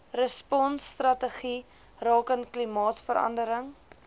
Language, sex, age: Afrikaans, female, 21